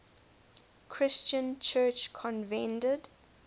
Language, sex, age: English, female, 19